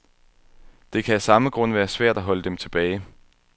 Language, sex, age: Danish, male, 21